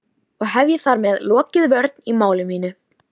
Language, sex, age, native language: Icelandic, female, 13, Icelandic